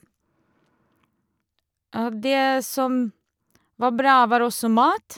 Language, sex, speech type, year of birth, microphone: Norwegian, female, spontaneous, 1978, Shure